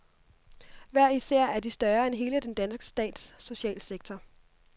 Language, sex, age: Danish, female, 26